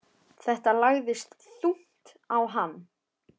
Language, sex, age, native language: Icelandic, male, 10, Icelandic